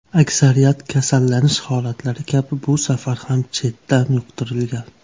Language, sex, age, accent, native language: Uzbek, male, 19-29, Namangan, Uzbek